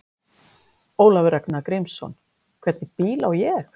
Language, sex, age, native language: Icelandic, female, 50-59, Icelandic